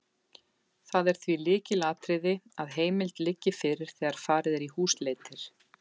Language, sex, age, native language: Icelandic, female, 40-49, Icelandic